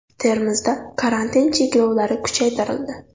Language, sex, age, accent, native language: Uzbek, female, 19-29, Navoiy, Uzbek